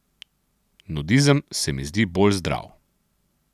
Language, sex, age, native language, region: Slovenian, male, 30-49, Slovenian, Central Slovenia